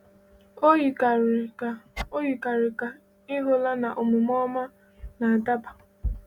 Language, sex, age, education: Igbo, female, 15-29, tertiary